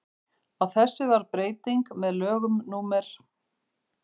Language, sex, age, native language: Icelandic, female, 50-59, Icelandic